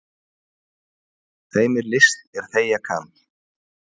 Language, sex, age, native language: Icelandic, male, 40-49, Icelandic